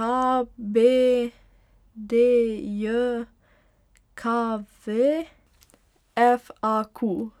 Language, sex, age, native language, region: Slovenian, female, 18-29, Slovenian, Pomurje region